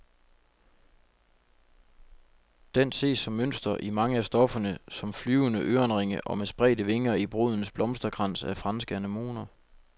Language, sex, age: Danish, male, 25